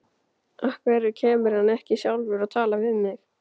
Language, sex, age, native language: Icelandic, male, 12, Icelandic